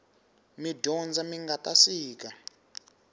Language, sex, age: Tsonga, male, 19